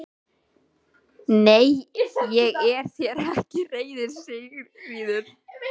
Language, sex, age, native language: Icelandic, female, 13, Icelandic